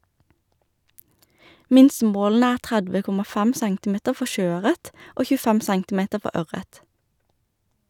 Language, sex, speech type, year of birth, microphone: Norwegian, female, read, 1991, Shure